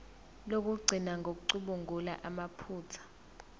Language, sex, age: Zulu, female, 24